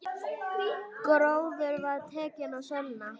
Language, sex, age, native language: Icelandic, female, 9, Icelandic